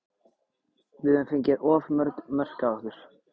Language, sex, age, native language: Icelandic, male, 18-19, Icelandic